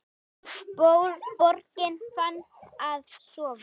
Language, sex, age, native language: Icelandic, female, 8, Icelandic